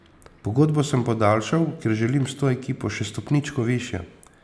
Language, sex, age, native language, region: Slovenian, male, 50-59, Slovenian, Posavska region